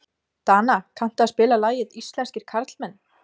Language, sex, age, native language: Icelandic, female, 20-29, Icelandic